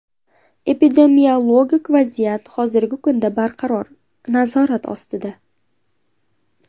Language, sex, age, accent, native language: Uzbek, female, 18-24, Andijon, Uzbek